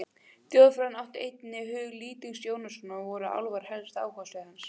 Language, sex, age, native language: Icelandic, female, 16, Icelandic